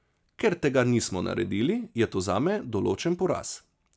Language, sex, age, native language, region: Slovenian, male, 30-49, Slovenian, Savinja region